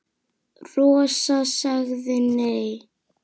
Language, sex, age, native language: Icelandic, female, 8, Icelandic